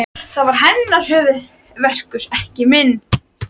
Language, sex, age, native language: Icelandic, female, 13, Icelandic